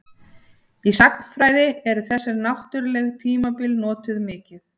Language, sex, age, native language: Icelandic, female, 40-49, Icelandic